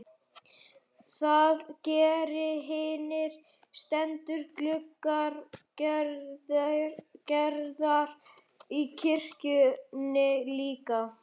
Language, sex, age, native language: Icelandic, male, 11, Icelandic